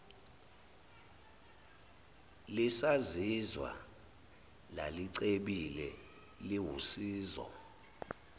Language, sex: Zulu, male